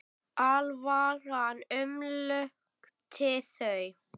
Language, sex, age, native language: Icelandic, female, 9, Icelandic